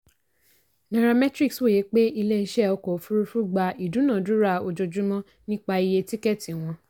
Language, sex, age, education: Yoruba, female, 15-29, tertiary